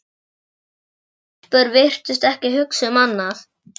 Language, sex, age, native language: Icelandic, male, 11, Icelandic